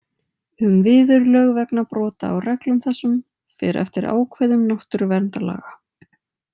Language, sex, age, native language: Icelandic, female, 20-29, Icelandic